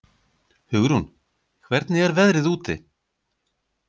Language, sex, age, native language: Icelandic, male, 50-59, Icelandic